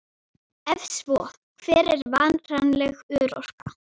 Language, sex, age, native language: Icelandic, female, 12, Icelandic